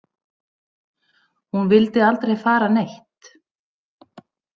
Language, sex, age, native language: Icelandic, female, 60-69, Icelandic